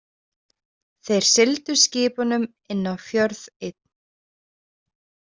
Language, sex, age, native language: Icelandic, female, 20-29, Icelandic